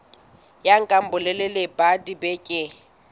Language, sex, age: Southern Sotho, female, 19